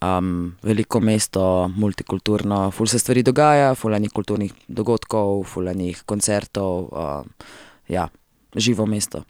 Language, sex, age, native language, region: Slovenian, female, 30-49, Slovenian, Central Slovenia